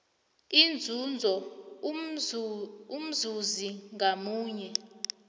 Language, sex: South Ndebele, female